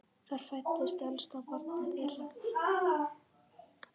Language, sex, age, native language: Icelandic, female, 9, Icelandic